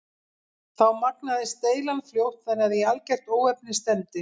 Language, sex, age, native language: Icelandic, female, 50-59, Icelandic